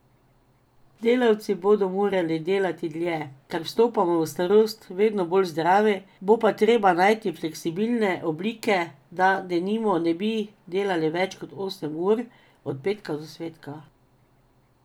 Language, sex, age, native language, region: Slovenian, female, 50-59, Slovenian, Drava region